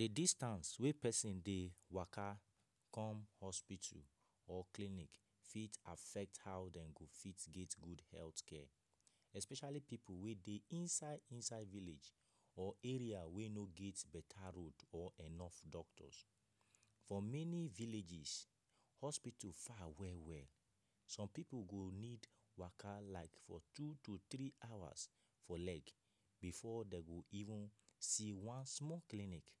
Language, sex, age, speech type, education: Nigerian Pidgin, male, 15-29, spontaneous, tertiary